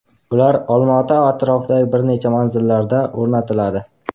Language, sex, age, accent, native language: Uzbek, male, 18-24, Qashqadaryo, Uzbek